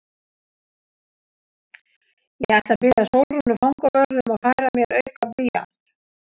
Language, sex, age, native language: Icelandic, female, 60-69, Icelandic